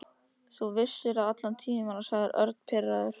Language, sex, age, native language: Icelandic, male, 13, Icelandic